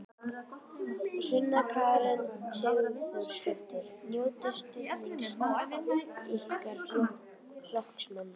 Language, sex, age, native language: Icelandic, female, 11, Icelandic